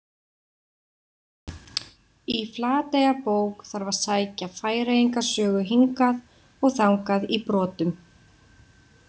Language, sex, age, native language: Icelandic, female, 20-29, Icelandic